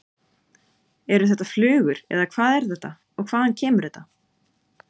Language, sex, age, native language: Icelandic, female, 30-39, Icelandic